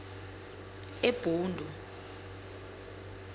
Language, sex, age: South Ndebele, female, 23